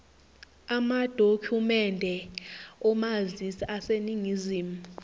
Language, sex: Zulu, female